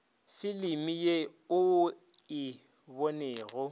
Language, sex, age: Northern Sotho, male, 30